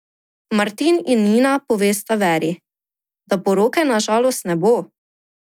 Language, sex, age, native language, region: Slovenian, female, 18-29, Slovenian, Drava region